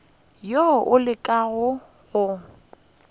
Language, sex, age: Northern Sotho, female, 21